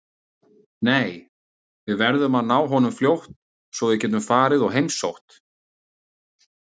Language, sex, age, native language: Icelandic, male, 30-39, Icelandic